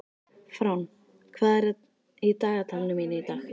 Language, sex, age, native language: Icelandic, female, 13, Icelandic